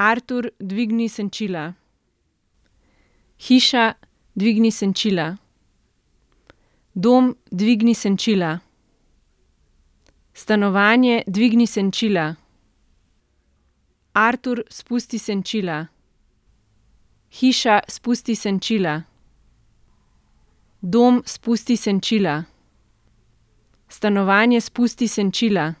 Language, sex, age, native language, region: Slovenian, female, 30-49, Slovenian, Central Slovenia